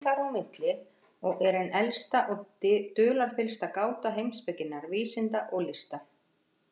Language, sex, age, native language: Icelandic, female, 50-59, Icelandic